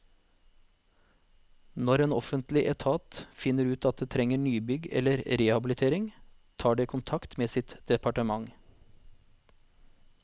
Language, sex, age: Norwegian, male, 40